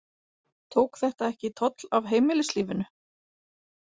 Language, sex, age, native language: Icelandic, female, 40-49, Icelandic